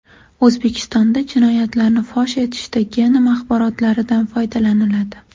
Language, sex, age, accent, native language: Uzbek, female, 25-34, Toshkent shahri, Uzbek